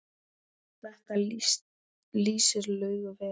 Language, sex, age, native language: Icelandic, male, 10, Icelandic